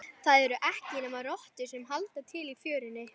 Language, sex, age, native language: Icelandic, female, 11, Icelandic